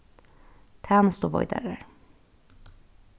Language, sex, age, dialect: Faroese, female, 15-35, Norðurstreymoy/Eysturoy